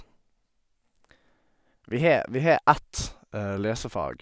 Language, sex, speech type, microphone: Norwegian, male, spontaneous, Sennheiser